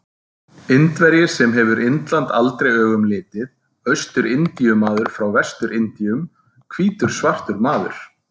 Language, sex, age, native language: Icelandic, male, 30-39, Icelandic